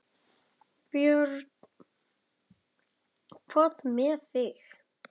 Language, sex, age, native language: Icelandic, male, 9, Icelandic